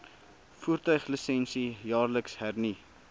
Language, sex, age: Afrikaans, male, 19